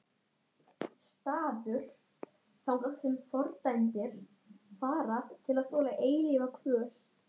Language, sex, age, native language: Icelandic, male, 10, Icelandic